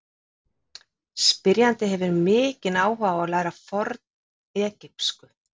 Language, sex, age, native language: Icelandic, female, 50-59, Icelandic